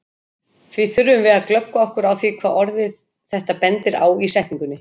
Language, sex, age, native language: Icelandic, female, 50-59, Icelandic